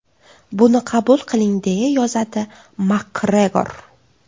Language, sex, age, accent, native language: Uzbek, female, 25-34, Toshkent viloyati, Uzbek